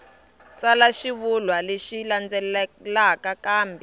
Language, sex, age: Tsonga, female, 23